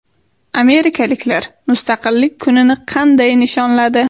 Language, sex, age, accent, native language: Uzbek, female, 18-24, Sirdaryo, Uzbek